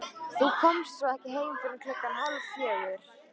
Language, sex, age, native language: Icelandic, female, 13, Icelandic